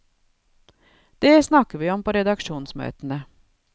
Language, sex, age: Norwegian, female, 52